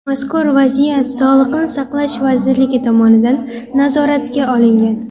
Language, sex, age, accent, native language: Uzbek, female, 18-24, Namangan, Uzbek